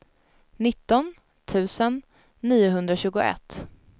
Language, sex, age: Swedish, female, 19